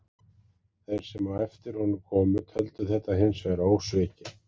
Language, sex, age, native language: Icelandic, male, 40-49, Icelandic